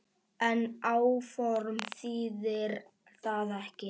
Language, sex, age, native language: Icelandic, male, 9, Icelandic